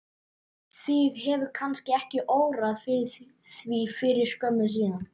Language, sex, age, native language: Icelandic, male, 12, Icelandic